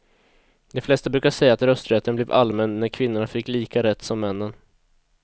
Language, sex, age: Swedish, male, 22